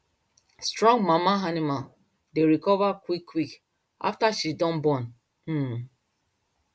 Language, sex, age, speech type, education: Nigerian Pidgin, female, 30-45, spontaneous, tertiary